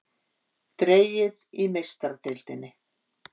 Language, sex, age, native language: Icelandic, female, 50-59, Icelandic